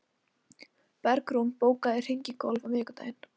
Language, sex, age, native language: Icelandic, female, 18-19, Icelandic